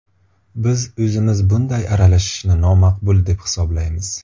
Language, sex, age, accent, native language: Uzbek, male, 25-34, Buxoro, Uzbek